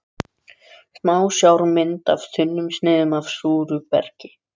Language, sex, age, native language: Icelandic, other, 13, Icelandic